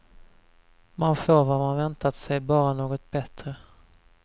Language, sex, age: Swedish, male, 20